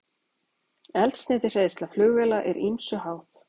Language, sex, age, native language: Icelandic, female, 40-49, Icelandic